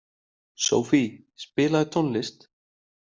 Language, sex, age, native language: Icelandic, male, 30-39, Icelandic